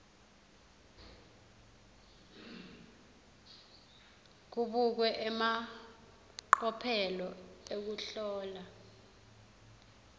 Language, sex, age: Swati, female, 21